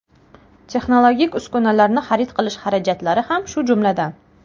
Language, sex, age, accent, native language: Uzbek, female, 18-24, Toshkent viloyati, Uzbek